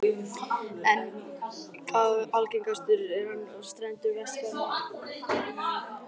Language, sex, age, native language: Icelandic, male, 11, Icelandic